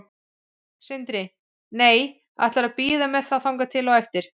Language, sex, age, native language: Icelandic, female, 40-49, Icelandic